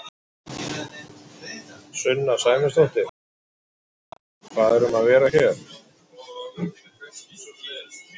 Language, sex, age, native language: Icelandic, male, 50-59, Icelandic